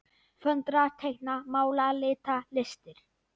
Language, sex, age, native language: Icelandic, female, 9, Icelandic